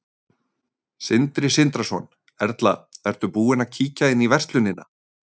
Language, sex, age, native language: Icelandic, male, 30-39, Icelandic